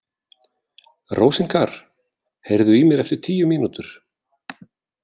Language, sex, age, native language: Icelandic, male, 40-49, Icelandic